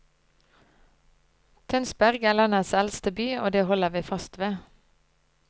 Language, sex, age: Norwegian, female, 25